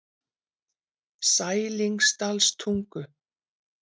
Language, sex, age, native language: Icelandic, female, 40-49, Icelandic